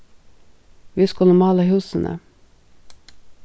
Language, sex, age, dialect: Faroese, female, 36-60, Suðurstreymoy